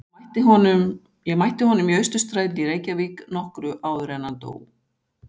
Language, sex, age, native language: Icelandic, female, 60-69, Icelandic